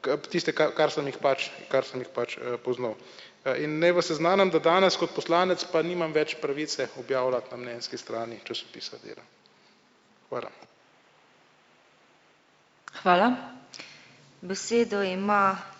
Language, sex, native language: Slovenian, male, Slovenian